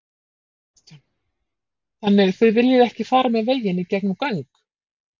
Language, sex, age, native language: Icelandic, female, 40-49, Icelandic